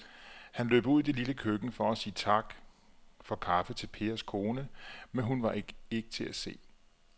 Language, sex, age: Danish, male, 34